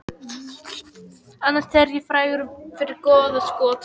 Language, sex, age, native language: Icelandic, female, 18-19, Polish